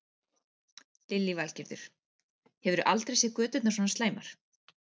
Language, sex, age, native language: Icelandic, female, 40-49, Icelandic